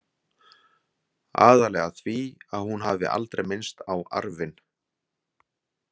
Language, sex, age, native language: Icelandic, male, 60-69, Icelandic